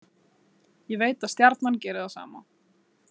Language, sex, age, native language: Icelandic, female, 30-39, Icelandic